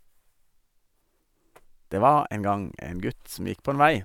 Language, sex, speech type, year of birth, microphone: Norwegian, male, spontaneous, 1973, Sennheiser